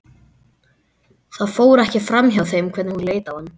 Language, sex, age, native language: Icelandic, male, 12, Icelandic